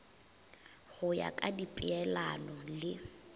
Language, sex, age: Northern Sotho, female, 22